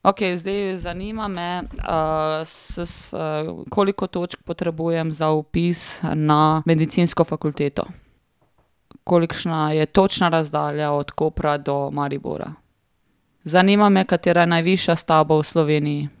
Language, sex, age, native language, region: Slovenian, female, 30-49, Slovenian, Primorsko-notranjska region